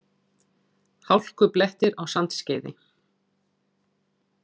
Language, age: Icelandic, 40-49